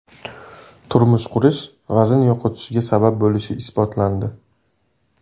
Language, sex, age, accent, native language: Uzbek, male, 18-24, Samarqand, Uzbek